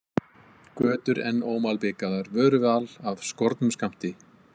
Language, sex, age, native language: Icelandic, male, 50-59, Icelandic